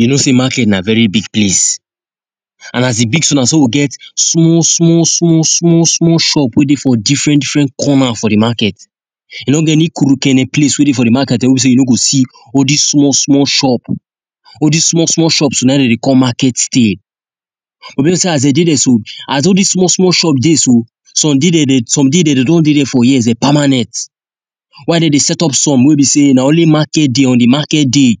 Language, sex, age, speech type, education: Nigerian Pidgin, male, 15-29, spontaneous, tertiary